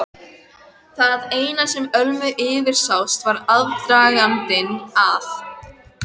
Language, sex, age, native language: Icelandic, female, 14, Icelandic